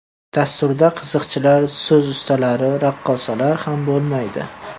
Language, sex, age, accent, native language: Uzbek, male, 18-24, Farg'ona, Uzbek